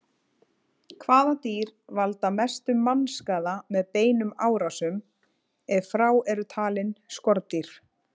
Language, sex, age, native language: Icelandic, female, 30-39, Icelandic